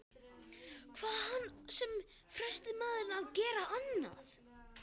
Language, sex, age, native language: Icelandic, male, 12, Icelandic